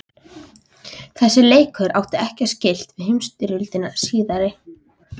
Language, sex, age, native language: Icelandic, female, 14, Icelandic